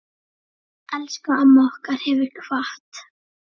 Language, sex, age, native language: Icelandic, female, 9, Icelandic